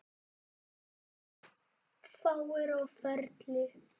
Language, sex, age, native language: Icelandic, male, 9, Icelandic